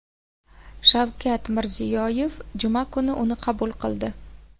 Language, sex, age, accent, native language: Uzbek, female, 18-24, Namangan, Uzbek